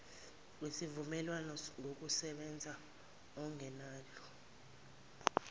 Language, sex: Zulu, female